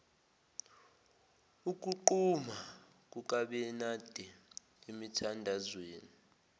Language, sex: Zulu, male